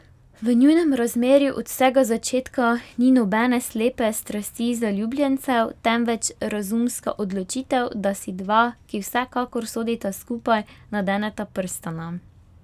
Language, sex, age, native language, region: Slovenian, female, 18-29, Slovenian, Pomurje region